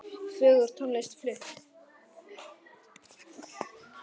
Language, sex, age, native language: Icelandic, male, 9, Icelandic